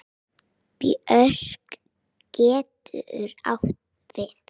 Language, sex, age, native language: Icelandic, female, 9, Icelandic